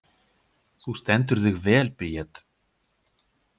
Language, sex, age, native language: Icelandic, male, 50-59, Icelandic